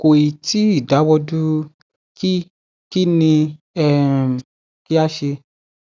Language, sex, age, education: Yoruba, male, 15-29, tertiary